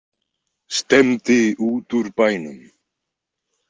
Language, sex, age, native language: Icelandic, male, 20-29, Icelandic